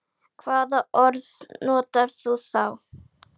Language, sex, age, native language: Icelandic, female, 9, Icelandic